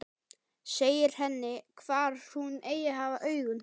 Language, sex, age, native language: Icelandic, male, 12, Icelandic